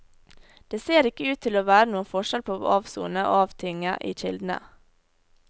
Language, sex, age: Norwegian, female, 18